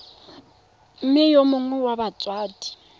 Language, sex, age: Tswana, female, 22